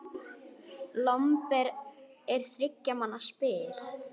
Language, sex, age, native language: Icelandic, female, 10, Icelandic